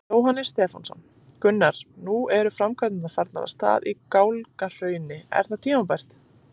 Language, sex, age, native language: Icelandic, female, 30-39, Icelandic